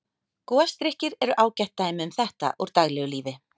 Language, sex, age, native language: Icelandic, female, 30-39, Icelandic